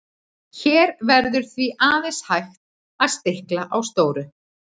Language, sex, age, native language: Icelandic, female, 40-49, Icelandic